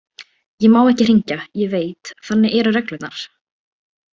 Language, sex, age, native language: Icelandic, female, 18-19, Icelandic